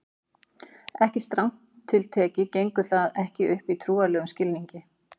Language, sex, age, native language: Icelandic, female, 40-49, Icelandic